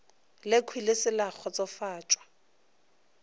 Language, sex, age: Northern Sotho, female, 24